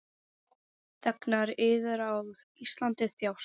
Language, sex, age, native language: Icelandic, female, 10, Icelandic